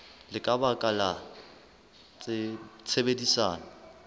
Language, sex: Southern Sotho, male